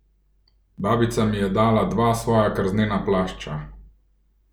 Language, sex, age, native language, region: Slovenian, male, 30-49, Slovenian, Gorenjska region